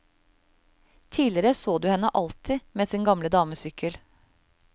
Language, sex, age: Norwegian, female, 35